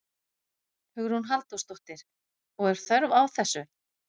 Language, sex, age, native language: Icelandic, female, 50-59, Icelandic